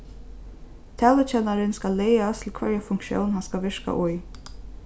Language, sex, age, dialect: Faroese, female, 15-35, Norðurstreymoy/Eysturoy